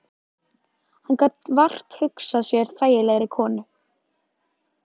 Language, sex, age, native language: Icelandic, female, 13, Icelandic